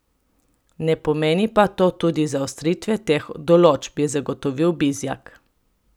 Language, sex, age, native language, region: Slovenian, female, 30-49, Slovenian, Coastal Karst region